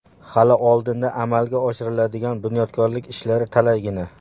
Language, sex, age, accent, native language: Uzbek, male, 25-34, Toshkent shahri, Uzbek